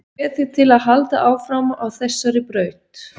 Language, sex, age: Icelandic, female, 40-49